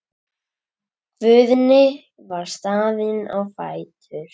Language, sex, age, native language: Icelandic, female, 10, Icelandic